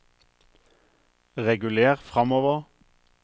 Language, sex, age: Norwegian, male, 43